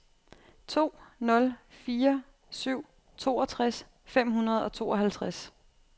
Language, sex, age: Danish, female, 28